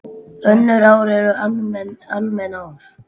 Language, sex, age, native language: Icelandic, male, 8, Icelandic